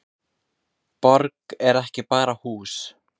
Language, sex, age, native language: Icelandic, female, 20-29, Icelandic